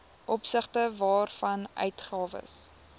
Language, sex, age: Afrikaans, female, 18